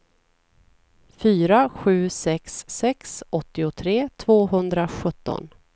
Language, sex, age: Swedish, female, 40